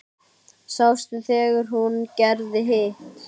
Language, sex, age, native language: Icelandic, male, 9, Icelandic